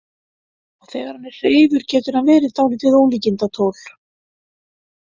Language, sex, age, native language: Icelandic, female, 50-59, Icelandic